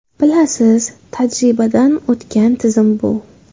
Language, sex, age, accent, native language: Uzbek, female, under 19, Qashqadaryo, Uzbek